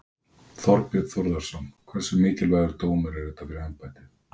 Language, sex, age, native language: Icelandic, male, 40-49, Icelandic